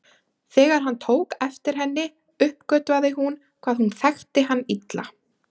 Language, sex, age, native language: Icelandic, female, 30-39, Icelandic